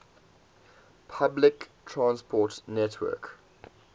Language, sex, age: English, male, 18